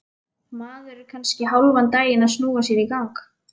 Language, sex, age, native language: Icelandic, female, 11, Icelandic